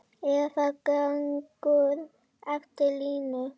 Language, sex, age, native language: Icelandic, male, 9, Icelandic